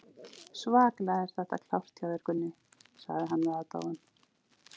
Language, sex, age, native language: Icelandic, female, 40-49, Icelandic